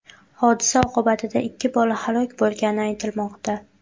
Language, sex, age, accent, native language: Uzbek, female, 18-24, Buxoro, Uzbek